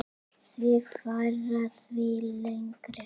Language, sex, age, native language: Icelandic, female, 8, Icelandic